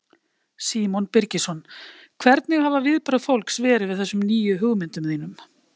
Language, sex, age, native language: Icelandic, female, 50-59, Icelandic